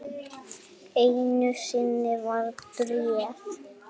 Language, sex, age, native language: Icelandic, female, 7, Icelandic